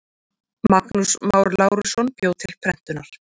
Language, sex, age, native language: Icelandic, female, 40-49, Icelandic